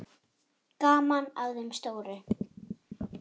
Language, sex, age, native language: Icelandic, female, 10, Icelandic